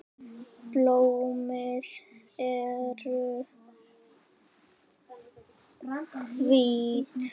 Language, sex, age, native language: Icelandic, female, 9, Icelandic